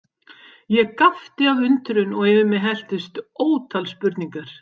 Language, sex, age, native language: Icelandic, female, 50-59, Icelandic